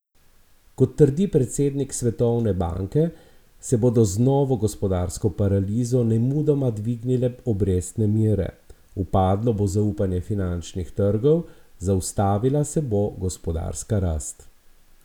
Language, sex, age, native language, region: Slovenian, male, 50-59, Slovenian, Abroad